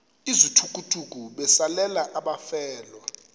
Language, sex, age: Xhosa, male, 33